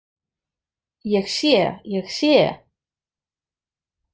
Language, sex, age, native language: Icelandic, female, 30-39, Icelandic